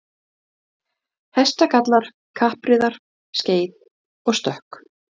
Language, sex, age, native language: Icelandic, female, 40-49, Icelandic